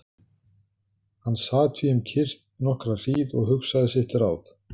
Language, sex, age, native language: Icelandic, male, 60-69, Icelandic